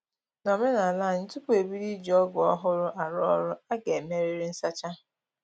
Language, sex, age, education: Igbo, female, 15-29, tertiary